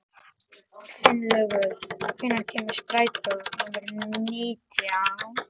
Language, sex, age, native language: Icelandic, male, 13, Icelandic